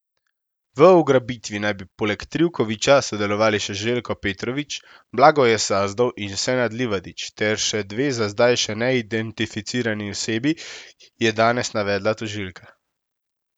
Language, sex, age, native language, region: Slovenian, male, 18-29, Slovenian, Central Slovenia